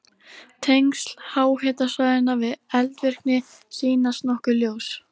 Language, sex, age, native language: Icelandic, female, 13, Icelandic